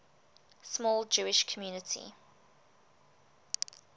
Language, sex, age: English, female, 20